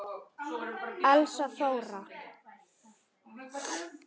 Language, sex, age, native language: Icelandic, male, 9, Icelandic